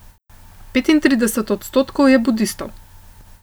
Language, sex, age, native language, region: Slovenian, female, 18-29, Slovenian, Central Slovenia